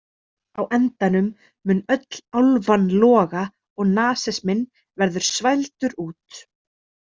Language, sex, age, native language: Icelandic, female, 30-39, Icelandic